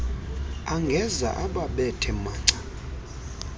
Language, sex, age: Xhosa, male, 32